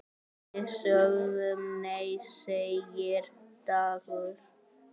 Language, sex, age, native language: Icelandic, male, 8, Icelandic